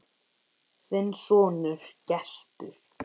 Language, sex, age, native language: Icelandic, male, 10, Icelandic